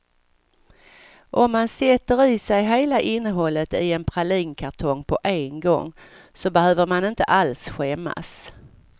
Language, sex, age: Swedish, female, 55